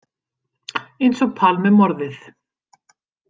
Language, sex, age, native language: Icelandic, female, 50-59, Icelandic